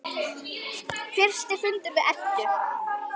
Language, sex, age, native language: Icelandic, female, 10, Icelandic